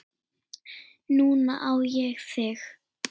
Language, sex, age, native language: Icelandic, female, 7, Icelandic